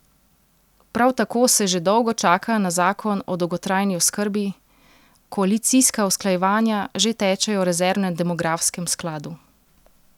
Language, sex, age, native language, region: Slovenian, female, 30-49, Slovenian, Central Slovenia